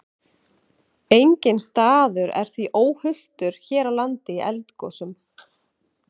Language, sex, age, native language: Icelandic, female, 30-39, Icelandic